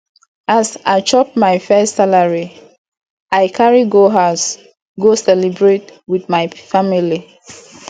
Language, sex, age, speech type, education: Nigerian Pidgin, female, 30-45, spontaneous, tertiary